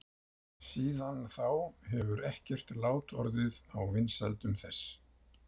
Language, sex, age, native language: Icelandic, male, 70-79, Icelandic